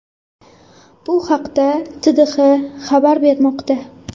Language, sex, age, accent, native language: Uzbek, female, 18-24, Toshkent shahri, Uzbek